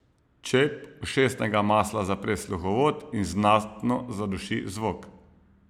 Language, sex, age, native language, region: Slovenian, male, 30-49, Slovenian, Savinja region